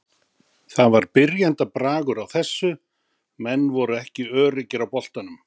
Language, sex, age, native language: Icelandic, male, 50-59, Icelandic